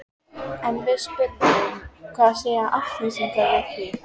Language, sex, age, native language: Icelandic, female, 14, Icelandic